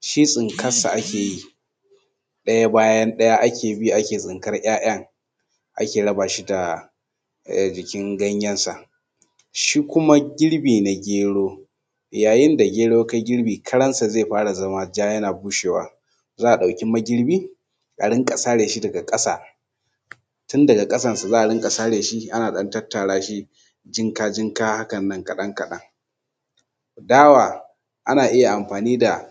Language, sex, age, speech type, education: Hausa, male, 30-45, spontaneous, tertiary